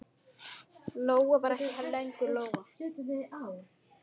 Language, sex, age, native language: Icelandic, male, 9, Icelandic